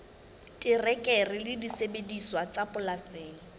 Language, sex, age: Southern Sotho, female, 19